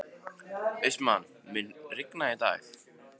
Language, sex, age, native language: Icelandic, male, 15, Icelandic